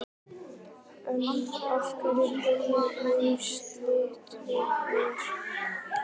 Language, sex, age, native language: Icelandic, male, 18-19, Icelandic